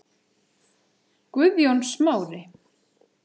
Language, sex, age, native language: Icelandic, male, 8, Icelandic